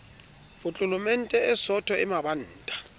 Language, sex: Southern Sotho, male